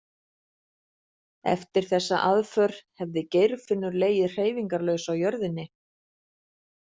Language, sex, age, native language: Icelandic, female, 40-49, Icelandic